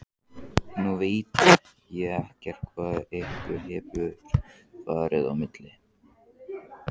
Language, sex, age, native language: Icelandic, male, 14, Icelandic